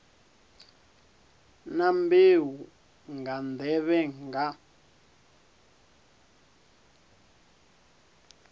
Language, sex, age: Venda, male, 30